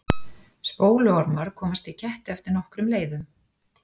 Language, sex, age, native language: Icelandic, female, 40-49, Icelandic